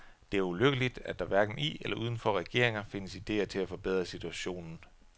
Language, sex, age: Danish, male, 33